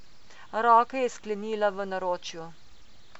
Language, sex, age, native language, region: Slovenian, female, 50-59, Slovenian, Coastal Karst region